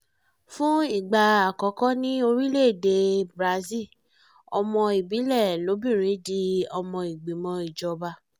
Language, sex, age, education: Yoruba, female, 15-29, tertiary